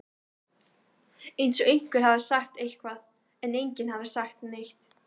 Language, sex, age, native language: Icelandic, female, 18-19, Icelandic